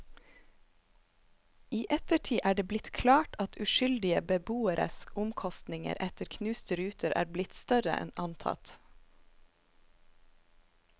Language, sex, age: Norwegian, female, 27